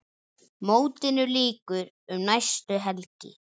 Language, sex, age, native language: Icelandic, male, 10, Icelandic